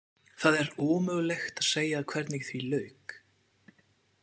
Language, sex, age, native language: Icelandic, male, 20-29, French